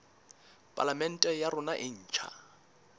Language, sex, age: Southern Sotho, male, 19